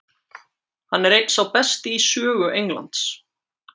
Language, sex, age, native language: Icelandic, male, 18-19, Icelandic